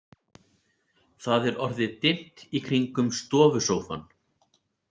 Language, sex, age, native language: Icelandic, male, 40-49, Icelandic